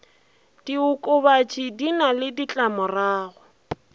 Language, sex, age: Northern Sotho, female, 20